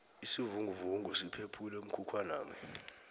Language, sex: South Ndebele, male